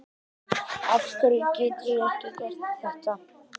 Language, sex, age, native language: Icelandic, female, 50-59, Icelandic